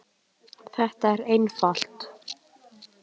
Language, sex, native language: Icelandic, male, Icelandic